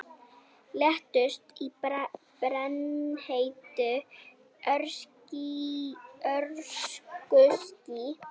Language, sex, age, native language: Icelandic, female, 18-19, Icelandic